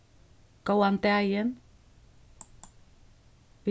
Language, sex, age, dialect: Faroese, female, 36-60, Suðurstreymoy